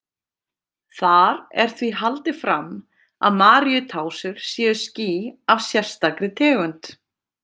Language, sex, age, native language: Icelandic, female, 30-39, Icelandic